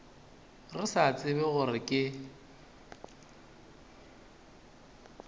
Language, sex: Northern Sotho, male